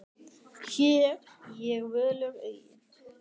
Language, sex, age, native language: Icelandic, male, 10, Icelandic